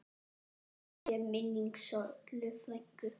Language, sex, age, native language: Icelandic, female, 10, Icelandic